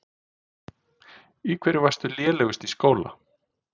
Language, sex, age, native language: Icelandic, male, 40-49, Icelandic